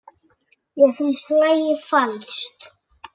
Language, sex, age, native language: Icelandic, male, 6, Icelandic